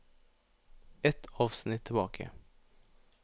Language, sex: Norwegian, male